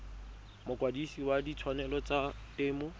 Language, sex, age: Tswana, male, 25